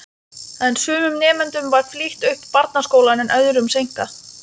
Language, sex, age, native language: Icelandic, female, 20-29, Lithuanian